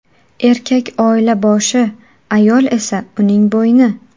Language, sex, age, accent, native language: Uzbek, female, 18-24, Qashqadaryo, Uzbek